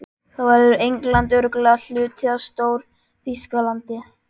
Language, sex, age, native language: Icelandic, male, 11, Icelandic